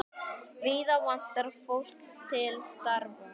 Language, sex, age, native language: Icelandic, male, 10, Icelandic